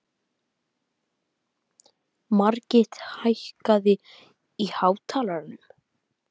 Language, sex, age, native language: Icelandic, male, 12, Icelandic